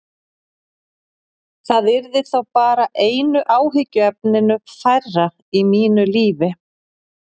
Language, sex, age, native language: Icelandic, female, 40-49, Icelandic